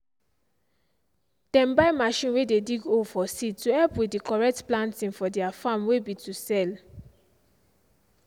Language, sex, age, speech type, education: Nigerian Pidgin, female, 15-29, spontaneous, tertiary